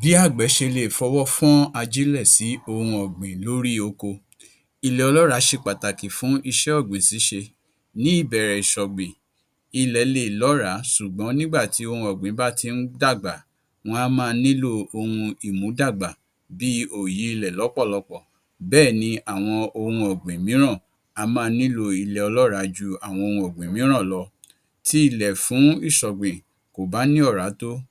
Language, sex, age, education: Yoruba, male, 46-60, tertiary